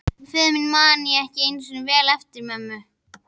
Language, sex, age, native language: Icelandic, female, 11, Icelandic